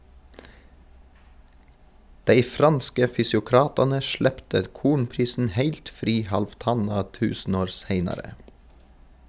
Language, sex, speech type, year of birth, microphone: Norwegian, male, read, 1983, Shure